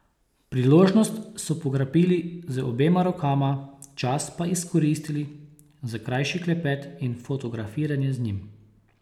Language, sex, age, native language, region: Slovenian, male, 30-49, Slovenian, Posavska region